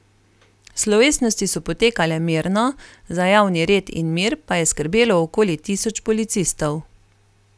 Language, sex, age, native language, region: Slovenian, female, 30-49, Slovenian, Carinthia region